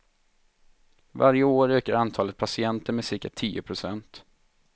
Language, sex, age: Swedish, male, 23